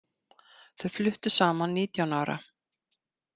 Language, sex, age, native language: Icelandic, female, 50-59, Icelandic